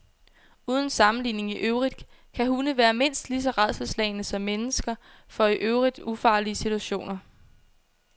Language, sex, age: Danish, female, 22